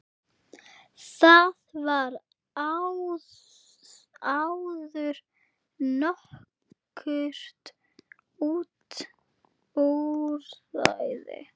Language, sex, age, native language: Icelandic, female, 8, Icelandic